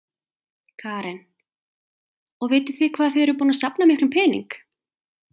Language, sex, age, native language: Icelandic, female, 30-39, Icelandic